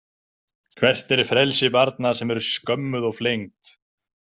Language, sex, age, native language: Icelandic, male, 20-29, Icelandic